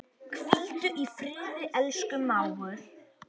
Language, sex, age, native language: Icelandic, male, 10, Icelandic